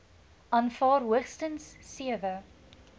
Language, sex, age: Afrikaans, female, 20